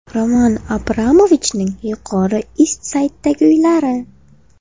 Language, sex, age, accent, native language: Uzbek, female, 18-24, Farg'ona, Uzbek